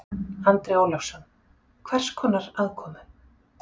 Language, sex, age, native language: Icelandic, female, 40-49, Icelandic